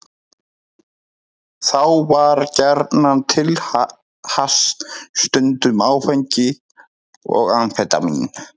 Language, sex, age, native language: Icelandic, male, 30-39, Icelandic